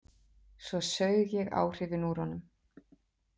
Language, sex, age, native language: Icelandic, female, 40-49, Icelandic